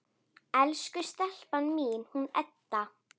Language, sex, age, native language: Icelandic, female, 10, Icelandic